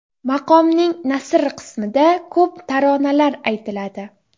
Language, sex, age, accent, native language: Uzbek, female, 12-17, Jizzax, Uzbek